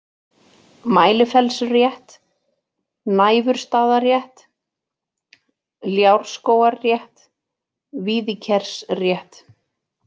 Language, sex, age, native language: Icelandic, female, 40-49, Icelandic